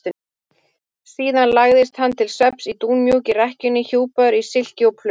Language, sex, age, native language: Icelandic, female, 30-39, Icelandic